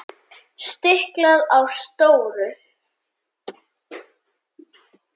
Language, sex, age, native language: Icelandic, male, 7, Icelandic